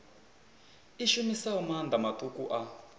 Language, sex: Venda, male